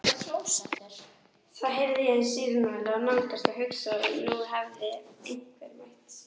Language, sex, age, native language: Icelandic, female, 18-19, Icelandic